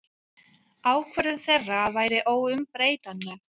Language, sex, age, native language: Icelandic, female, 30-39, Icelandic